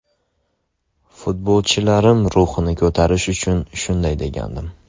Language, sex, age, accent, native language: Uzbek, male, 18-24, Andijon, Uzbek